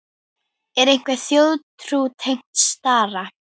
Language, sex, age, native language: Icelandic, female, 9, Icelandic